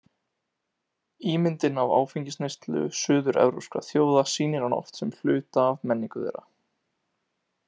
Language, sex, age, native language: Icelandic, male, 20-29, Icelandic